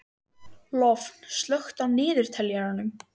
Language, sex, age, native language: Icelandic, female, 13, Icelandic